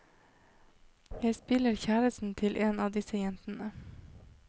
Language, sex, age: Norwegian, female, 26